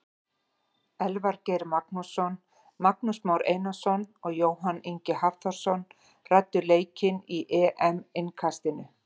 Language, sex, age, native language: Icelandic, female, 40-49, Icelandic